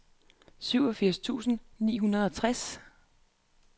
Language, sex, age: Danish, female, 33